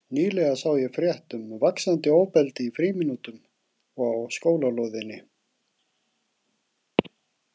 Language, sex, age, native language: Icelandic, male, 40-49, Icelandic